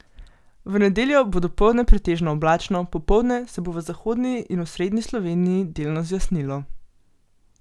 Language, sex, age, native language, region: Slovenian, female, 18-29, Slovenian, Gorenjska region